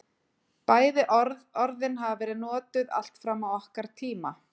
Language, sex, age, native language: Icelandic, female, 40-49, Icelandic